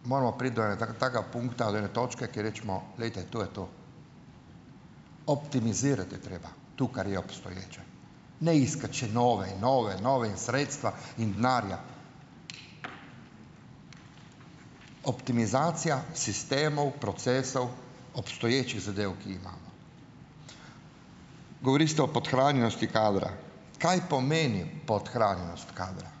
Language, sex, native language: Slovenian, male, Slovenian